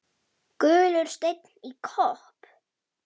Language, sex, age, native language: Icelandic, female, 9, Icelandic